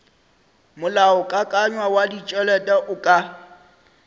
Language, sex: Northern Sotho, male